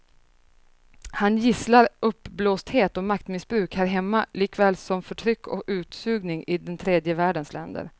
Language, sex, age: Swedish, female, 30